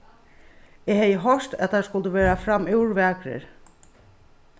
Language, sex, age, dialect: Faroese, female, 36-60, Suðurstreymoy